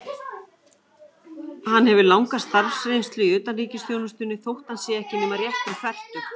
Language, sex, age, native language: Icelandic, female, 40-49, Icelandic